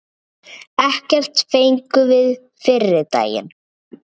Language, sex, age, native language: Icelandic, male, 7, Icelandic